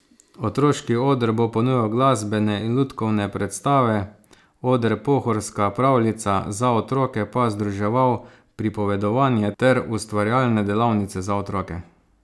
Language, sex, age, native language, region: Slovenian, male, 30-49, Slovenian, Savinja region